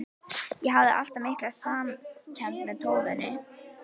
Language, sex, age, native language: Icelandic, female, 11, Icelandic